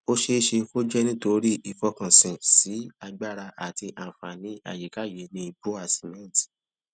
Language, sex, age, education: Yoruba, male, 30-45, tertiary